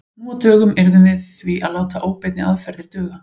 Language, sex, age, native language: Icelandic, female, 40-49, Icelandic